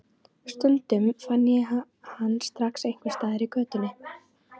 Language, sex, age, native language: Icelandic, female, 13, Icelandic